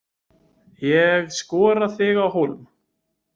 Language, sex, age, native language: Icelandic, male, 20-29, Icelandic